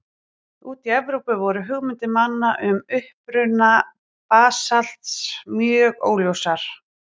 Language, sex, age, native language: Icelandic, female, 40-49, Icelandic